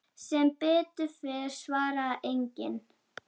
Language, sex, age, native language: Icelandic, female, 8, Icelandic